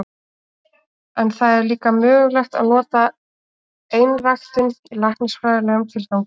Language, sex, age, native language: Icelandic, female, 18-19, Icelandic